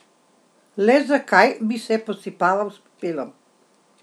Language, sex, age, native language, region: Slovenian, female, 60+, Slovenian, Central Slovenia